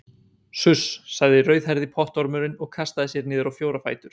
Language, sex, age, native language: Icelandic, male, 20-29, Icelandic